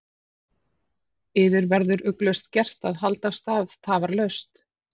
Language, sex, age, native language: Icelandic, female, 40-49, Icelandic